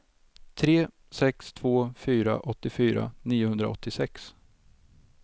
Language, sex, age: Swedish, male, 32